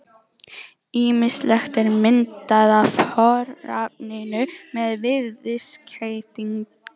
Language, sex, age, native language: Icelandic, female, 18-19, Icelandic